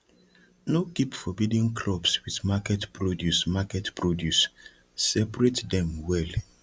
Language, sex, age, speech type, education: Nigerian Pidgin, male, 30-45, spontaneous, tertiary